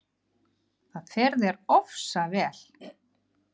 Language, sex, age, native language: Icelandic, female, 50-59, Icelandic